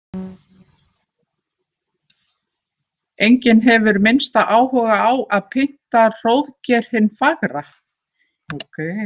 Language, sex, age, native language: Icelandic, female, 50-59, Icelandic